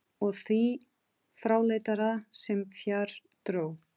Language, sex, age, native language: Icelandic, female, 30-39, Portuguese